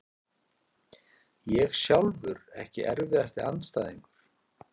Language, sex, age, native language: Icelandic, male, 40-49, Icelandic